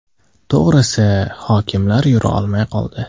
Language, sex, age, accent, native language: Uzbek, male, 18-24, Andijon, Uzbek